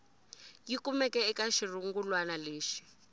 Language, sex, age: Tsonga, female, 20